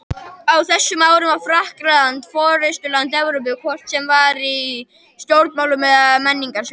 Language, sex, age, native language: Icelandic, male, 21, Icelandic